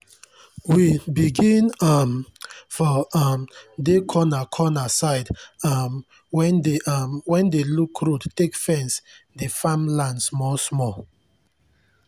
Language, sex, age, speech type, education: Nigerian Pidgin, male, 30-45, spontaneous, tertiary